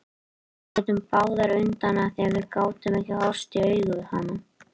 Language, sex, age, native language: Icelandic, male, 18-19, Icelandic